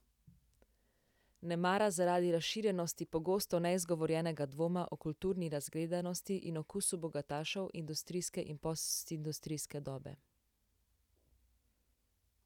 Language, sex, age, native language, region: Slovenian, female, 18-29, Slovenian, Central Slovenia